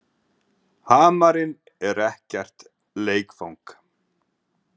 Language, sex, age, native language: Icelandic, male, 40-49, Icelandic